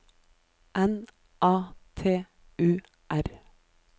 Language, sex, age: Norwegian, female, 29